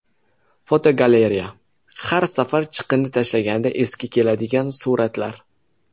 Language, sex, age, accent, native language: Uzbek, male, 19-29, Jizzax, Uzbek